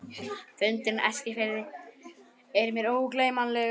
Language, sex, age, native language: Icelandic, male, 11, Icelandic